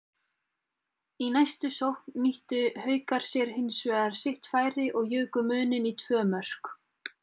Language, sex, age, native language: Icelandic, female, 20-29, Icelandic